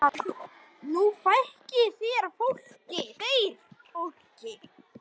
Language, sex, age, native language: Icelandic, male, 10, Icelandic